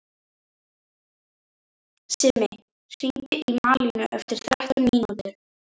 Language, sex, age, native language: Icelandic, female, 12, Icelandic